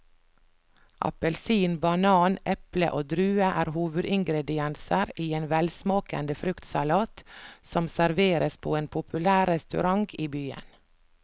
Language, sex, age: Norwegian, female, 49